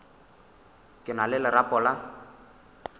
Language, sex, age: Northern Sotho, male, 21